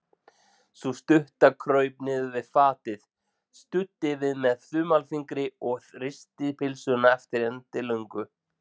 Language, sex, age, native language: Icelandic, male, 40-49, Icelandic